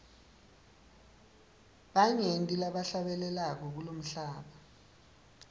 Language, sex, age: Swati, male, 19